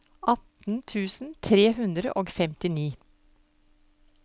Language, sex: Norwegian, female